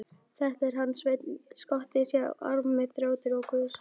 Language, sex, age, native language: Icelandic, female, 12, Icelandic